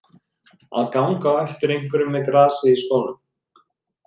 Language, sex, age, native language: Icelandic, male, 30-39, Icelandic